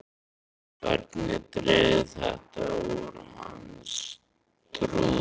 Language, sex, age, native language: Icelandic, male, 13, Icelandic